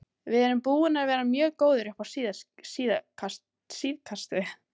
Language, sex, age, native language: Icelandic, female, 18-19, Icelandic